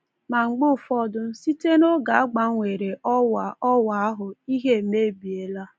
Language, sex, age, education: Igbo, female, 15-29, tertiary